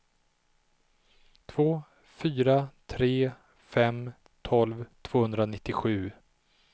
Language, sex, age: Swedish, male, 37